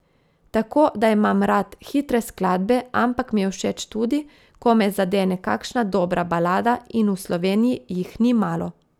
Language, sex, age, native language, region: Slovenian, female, 30-49, Slovenian, Gorica region